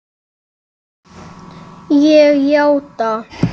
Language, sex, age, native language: Icelandic, male, 8, Icelandic